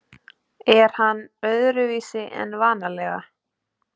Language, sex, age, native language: Icelandic, female, 20-29, Icelandic